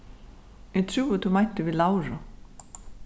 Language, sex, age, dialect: Faroese, female, 36-60, Suðurstreymoy